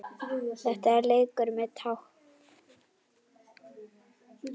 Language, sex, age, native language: Icelandic, female, 10, Icelandic